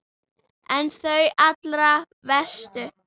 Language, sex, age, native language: Icelandic, female, 10, Icelandic